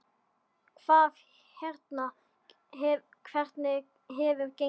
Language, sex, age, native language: Icelandic, male, 10, Icelandic